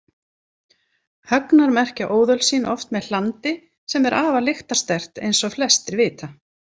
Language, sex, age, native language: Icelandic, female, 60-69, Icelandic